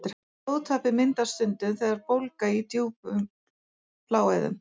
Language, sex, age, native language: Icelandic, female, 40-49, Icelandic